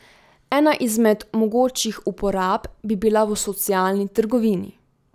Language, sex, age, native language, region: Slovenian, female, 18-29, Slovenian, Drava region